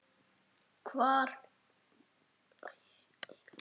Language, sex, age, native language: Icelandic, male, 8, Icelandic